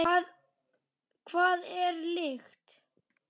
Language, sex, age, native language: Icelandic, female, 9, Icelandic